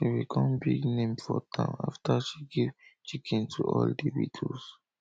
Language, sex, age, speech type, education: Nigerian Pidgin, male, 30-45, spontaneous, tertiary